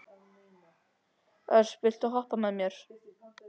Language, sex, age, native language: Icelandic, male, 13, Icelandic